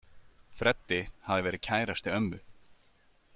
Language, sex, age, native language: Icelandic, male, 30-39, Icelandic